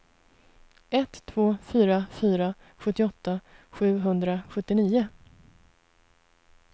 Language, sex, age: Swedish, female, 33